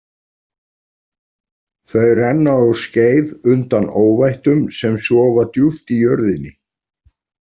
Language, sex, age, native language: Icelandic, male, 40-49, Icelandic